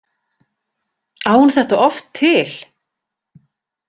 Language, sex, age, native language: Icelandic, female, 40-49, Icelandic